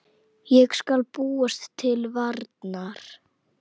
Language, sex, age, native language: Icelandic, female, 9, Icelandic